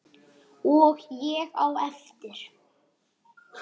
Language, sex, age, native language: Icelandic, male, 10, Icelandic